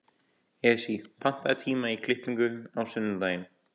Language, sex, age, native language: Icelandic, male, 18-19, Icelandic